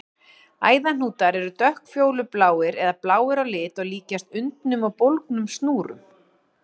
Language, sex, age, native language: Icelandic, female, 40-49, Icelandic